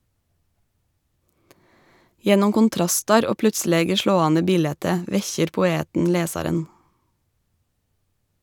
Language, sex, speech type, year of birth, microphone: Norwegian, female, read, 1985, Shure